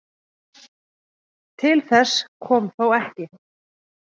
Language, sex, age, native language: Icelandic, female, 30-39, Icelandic